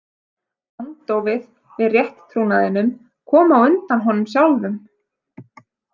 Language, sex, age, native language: Icelandic, female, 30-39, Icelandic